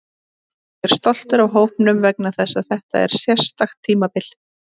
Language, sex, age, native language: Icelandic, female, 30-39, Icelandic